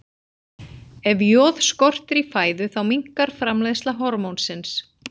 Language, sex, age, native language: Icelandic, female, 40-49, Icelandic